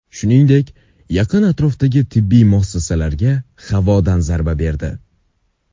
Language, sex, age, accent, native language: Uzbek, male, under 19, Sirdaryo, Uzbek